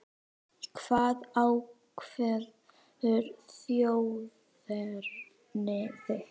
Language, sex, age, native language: Icelandic, female, 10, Icelandic